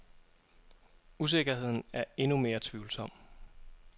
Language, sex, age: Danish, male, 27